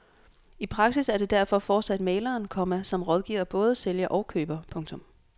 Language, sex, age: Danish, female, 26